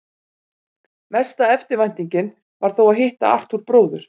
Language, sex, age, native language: Icelandic, female, 40-49, Icelandic